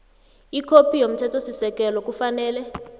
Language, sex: South Ndebele, female